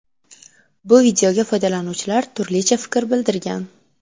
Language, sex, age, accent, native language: Uzbek, female, 12-17, Samarqand, Uzbek